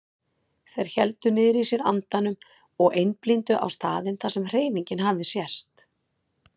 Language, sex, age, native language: Icelandic, female, 30-39, Icelandic